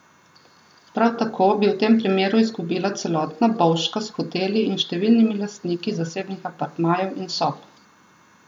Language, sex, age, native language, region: Slovenian, female, 30-49, Slovenian, Southeast Slovenia